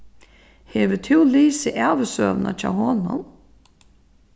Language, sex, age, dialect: Faroese, female, 36-60, Suðurstreymoy